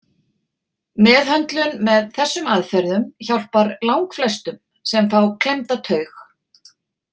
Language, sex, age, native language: Icelandic, female, 40-49, Icelandic